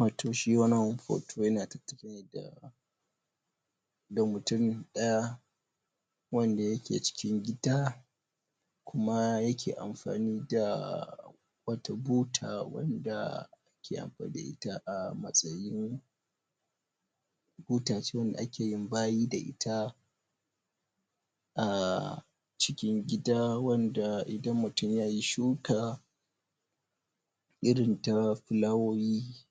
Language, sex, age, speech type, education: Hausa, male, 15-29, spontaneous, primary